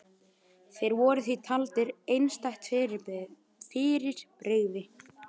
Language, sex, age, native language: Icelandic, male, 11, Icelandic